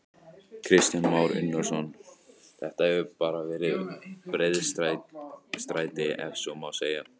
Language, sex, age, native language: Icelandic, male, 18-19, Icelandic